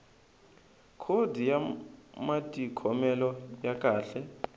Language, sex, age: Tsonga, male, 20